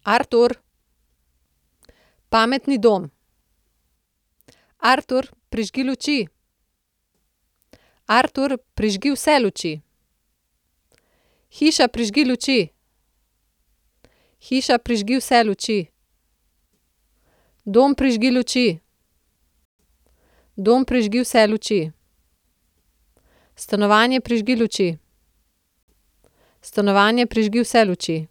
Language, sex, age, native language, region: Slovenian, female, 30-49, Slovenian, Central Slovenia